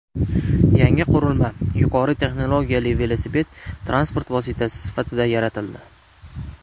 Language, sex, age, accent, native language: Uzbek, male, 19-29, Namangan, Uzbek